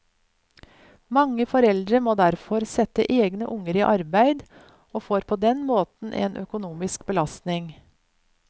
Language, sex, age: Norwegian, female, 50